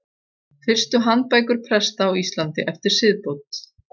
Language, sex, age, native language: Icelandic, female, 40-49, Icelandic